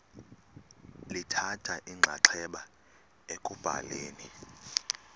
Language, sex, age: Xhosa, male, 32